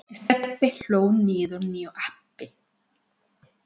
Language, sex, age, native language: Icelandic, female, 40-49, Spanish